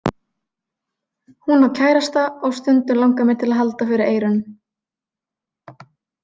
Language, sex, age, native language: Icelandic, female, 20-29, Icelandic